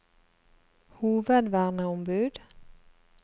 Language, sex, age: Norwegian, female, 35